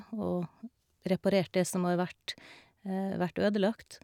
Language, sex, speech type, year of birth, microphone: Norwegian, female, spontaneous, 1969, Shure